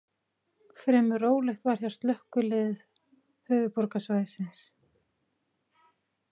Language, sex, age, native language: Icelandic, female, 40-49, Icelandic